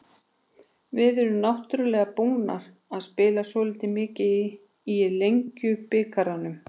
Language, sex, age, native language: Icelandic, female, 40-49, Icelandic